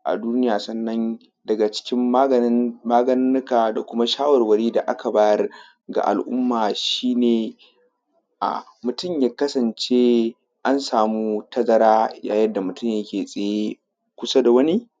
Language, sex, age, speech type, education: Hausa, male, 15-29, spontaneous, tertiary